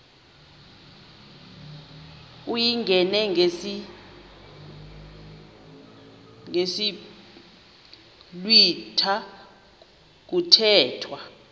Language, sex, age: Xhosa, female, 38